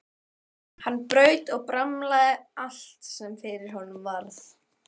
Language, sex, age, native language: Icelandic, female, 12, Icelandic